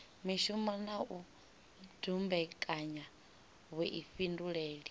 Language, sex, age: Venda, female, 18